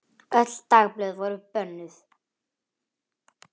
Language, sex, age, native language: Icelandic, female, 9, Icelandic